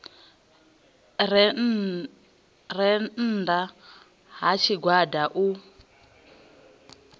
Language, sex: Venda, female